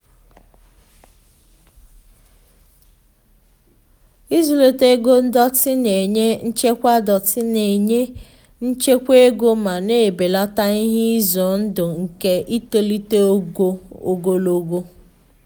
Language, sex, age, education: Igbo, female, 15-29, tertiary